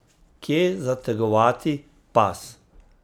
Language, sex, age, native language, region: Slovenian, male, 50-59, Slovenian, Central Slovenia